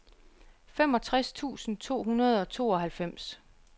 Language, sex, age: Danish, female, 34